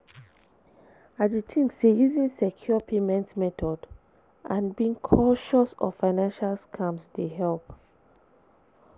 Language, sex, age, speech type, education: Nigerian Pidgin, female, 15-29, spontaneous, tertiary